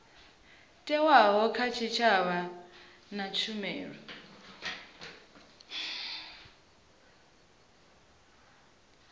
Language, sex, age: Venda, female, 23